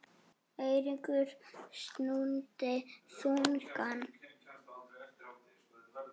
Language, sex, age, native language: Icelandic, female, 6, Icelandic